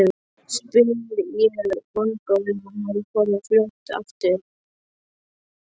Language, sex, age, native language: Icelandic, male, 13, Icelandic